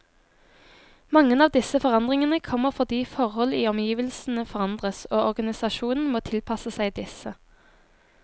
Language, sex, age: Norwegian, female, 23